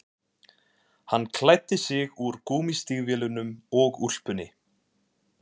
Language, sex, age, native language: Icelandic, male, 20-29, Icelandic